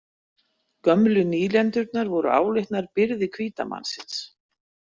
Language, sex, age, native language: Icelandic, female, 60-69, Icelandic